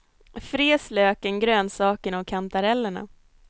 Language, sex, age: Swedish, female, 22